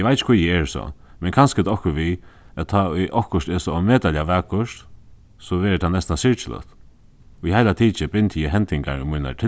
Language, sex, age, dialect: Faroese, male, 15-35, Suðuroy